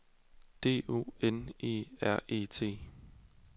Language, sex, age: Danish, male, 20